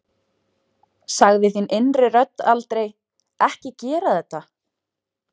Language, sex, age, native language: Icelandic, female, 20-29, Icelandic